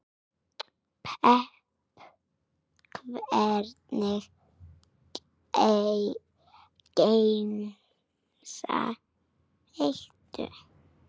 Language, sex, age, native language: Icelandic, female, 9, Icelandic